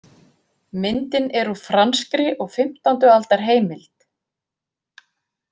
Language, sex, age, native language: Icelandic, female, 50-59, Icelandic